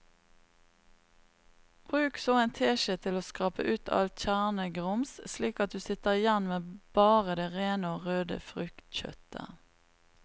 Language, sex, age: Norwegian, female, 36